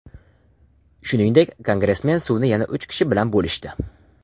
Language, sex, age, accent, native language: Uzbek, male, under 19, Farg'ona, Uzbek